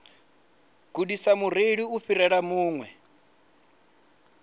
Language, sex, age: Venda, male, 22